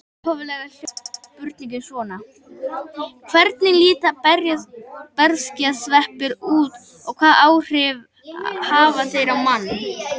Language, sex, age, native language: Icelandic, male, 18-19, Icelandic